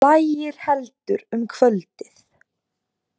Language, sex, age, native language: Icelandic, female, 20-29, Icelandic